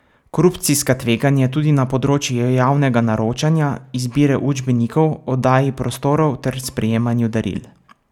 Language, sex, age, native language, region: Slovenian, male, 18-29, Slovenian, Savinja region